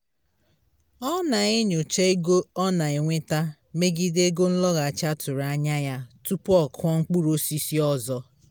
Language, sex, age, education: Igbo, female, 30-45, tertiary